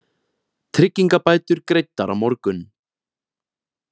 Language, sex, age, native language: Icelandic, male, 20-29, Icelandic